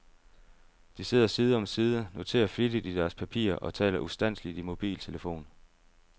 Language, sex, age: Danish, male, 30